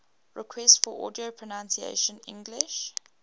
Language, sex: English, female